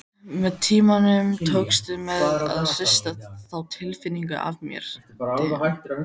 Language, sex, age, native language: Icelandic, female, 14, Icelandic